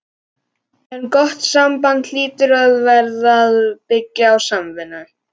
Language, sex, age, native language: Icelandic, male, 11, Icelandic